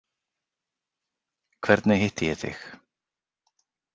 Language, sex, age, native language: Icelandic, male, 40-49, Icelandic